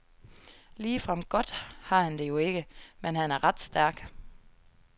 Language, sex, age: Danish, female, 22